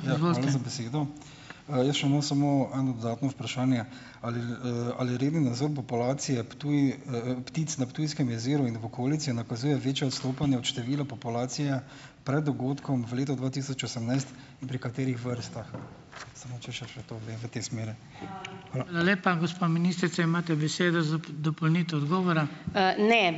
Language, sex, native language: Slovenian, male, Slovenian